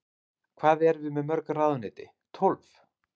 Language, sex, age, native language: Icelandic, male, 30-39, Icelandic